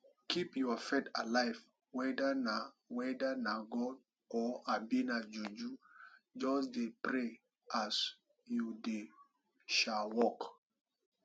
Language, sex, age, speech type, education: Nigerian Pidgin, male, 30-45, spontaneous, tertiary